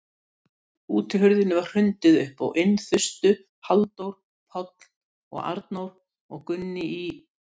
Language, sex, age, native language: Icelandic, female, 60-69, Icelandic